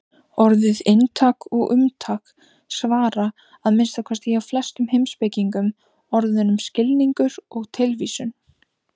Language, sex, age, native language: Icelandic, female, 18-19, Icelandic